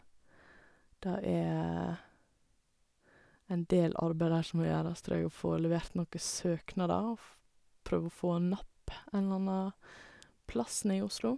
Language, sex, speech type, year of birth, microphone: Norwegian, female, spontaneous, 1985, Sennheiser